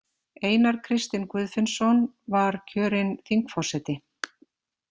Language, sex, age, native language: Icelandic, female, 50-59, Icelandic